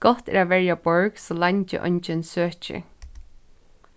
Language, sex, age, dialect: Faroese, female, 15-35, Suðurstreymoy